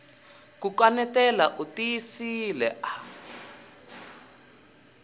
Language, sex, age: Tsonga, male, 20